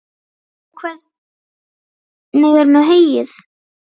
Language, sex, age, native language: Icelandic, female, 10, Icelandic